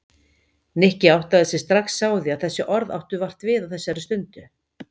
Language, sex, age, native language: Icelandic, female, 50-59, Icelandic